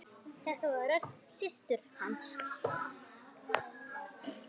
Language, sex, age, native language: Icelandic, male, 8, Icelandic